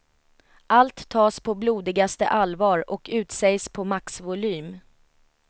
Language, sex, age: Swedish, female, 33